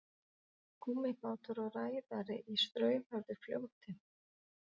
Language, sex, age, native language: Icelandic, female, 40-49, Icelandic